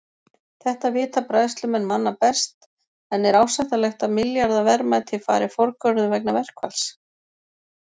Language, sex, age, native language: Icelandic, female, 40-49, Icelandic